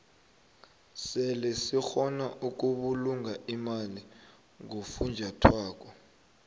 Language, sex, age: South Ndebele, male, 21